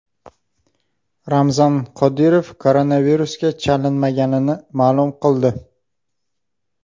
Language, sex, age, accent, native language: Uzbek, male, 25-34, Farg'ona, Uzbek